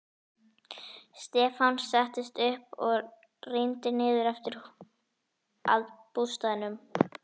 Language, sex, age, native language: Icelandic, female, 11, Icelandic